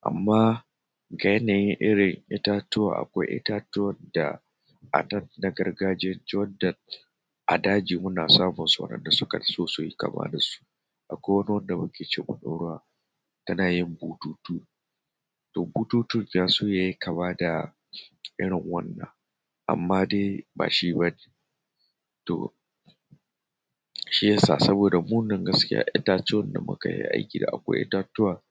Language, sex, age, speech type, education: Hausa, male, 30-45, spontaneous, tertiary